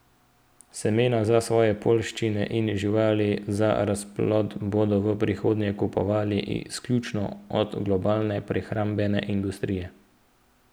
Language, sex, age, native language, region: Slovenian, male, 18-29, Slovenian, Central Slovenia